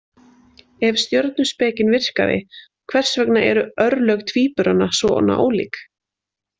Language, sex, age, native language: Icelandic, female, 20-29, Icelandic